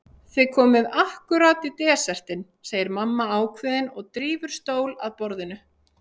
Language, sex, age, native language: Icelandic, female, 30-39, Icelandic